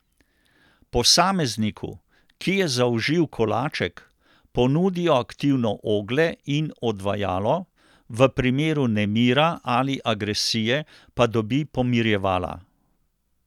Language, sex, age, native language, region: Slovenian, male, 60+, Slovenian, Central Slovenia